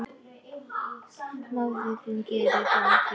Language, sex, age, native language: Icelandic, female, 9, Icelandic